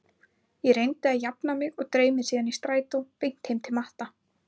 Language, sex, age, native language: Icelandic, female, 20-29, Icelandic